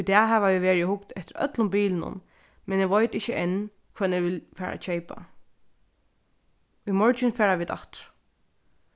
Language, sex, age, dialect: Faroese, female, 15-35, Norðurstreymoy/Eysturoy